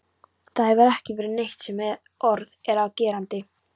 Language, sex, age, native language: Icelandic, female, 13, Polish